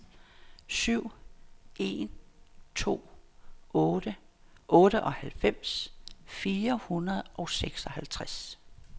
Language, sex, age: Danish, female, 59